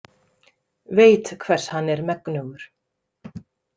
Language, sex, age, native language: Icelandic, female, 30-39, Icelandic